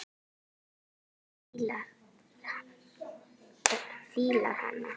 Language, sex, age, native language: Icelandic, female, 9, Icelandic